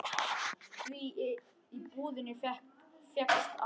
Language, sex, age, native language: Icelandic, male, 10, Icelandic